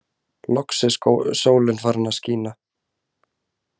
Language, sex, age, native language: Icelandic, male, 20-29, Icelandic